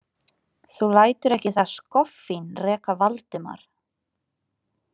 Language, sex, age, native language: Icelandic, female, 20-29, Icelandic